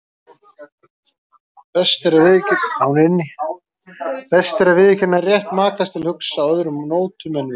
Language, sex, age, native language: Icelandic, male, 30-39, Icelandic